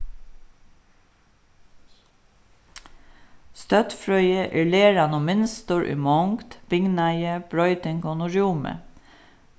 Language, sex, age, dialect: Faroese, female, 36-60, Suðuroy